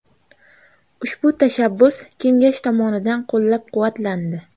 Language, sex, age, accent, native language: Uzbek, female, 25-34, Namangan, Uzbek